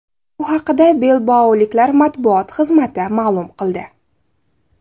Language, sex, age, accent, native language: Uzbek, female, 18-24, Navoiy, Uzbek